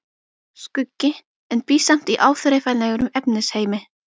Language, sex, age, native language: Icelandic, female, 12, Icelandic